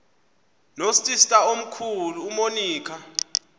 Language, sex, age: Xhosa, male, 24